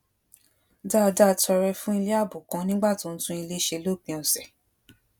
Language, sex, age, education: Yoruba, female, 15-29, tertiary